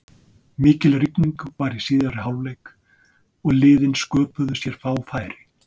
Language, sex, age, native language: Icelandic, male, 60-69, Icelandic